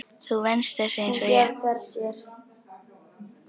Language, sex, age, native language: Icelandic, female, 10, Icelandic